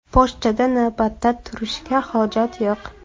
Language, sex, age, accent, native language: Uzbek, female, 19-29, Buxoro, Uzbek